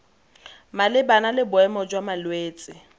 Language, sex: Tswana, female